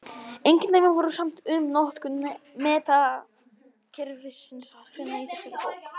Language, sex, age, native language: Icelandic, female, 50-59, Icelandic